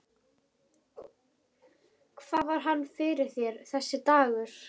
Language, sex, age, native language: Icelandic, female, 11, Icelandic